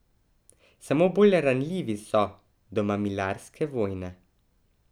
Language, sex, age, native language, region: Slovenian, male, 12-17, Slovenian, Drava region